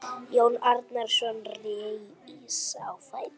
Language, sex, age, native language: Icelandic, female, 8, Icelandic